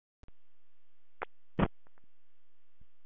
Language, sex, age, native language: Icelandic, male, 13, Icelandic